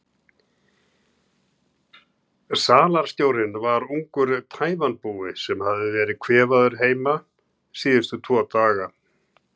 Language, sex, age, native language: Icelandic, male, 60-69, Icelandic